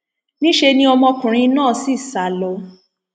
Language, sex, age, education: Yoruba, female, 15-29, tertiary